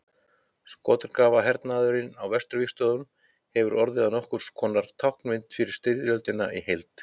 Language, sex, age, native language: Icelandic, male, 50-59, Icelandic